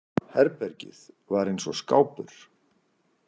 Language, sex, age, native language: Icelandic, male, 40-49, Icelandic